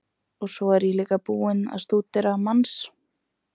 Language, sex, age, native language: Icelandic, female, 20-29, Icelandic